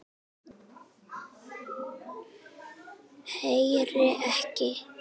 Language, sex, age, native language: Icelandic, female, 6, Icelandic